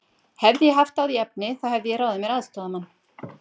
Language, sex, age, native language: Icelandic, female, 50-59, Icelandic